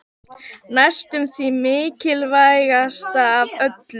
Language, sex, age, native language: Icelandic, female, 18-19, Icelandic